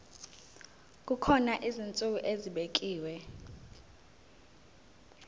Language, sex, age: Zulu, female, 19